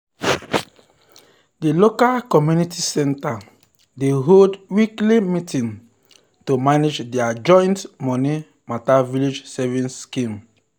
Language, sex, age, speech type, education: Nigerian Pidgin, male, 30-45, spontaneous, tertiary